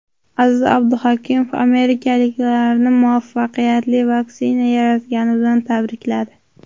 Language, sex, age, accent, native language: Uzbek, male, 18-24, Andijon, Uzbek